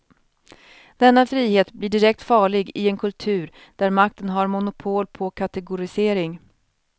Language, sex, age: Swedish, female, 41